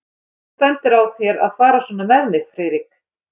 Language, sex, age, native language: Icelandic, female, 13, Icelandic